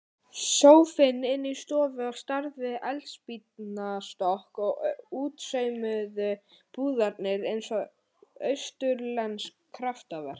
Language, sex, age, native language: Icelandic, male, 18-19, Icelandic